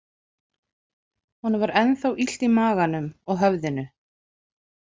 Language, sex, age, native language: Icelandic, female, 40-49, Icelandic